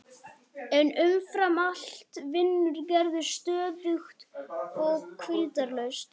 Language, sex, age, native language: Icelandic, male, 12, Icelandic